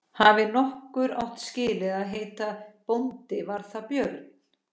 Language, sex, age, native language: Icelandic, female, 14, Icelandic